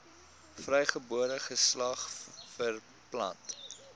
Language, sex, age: Afrikaans, male, 22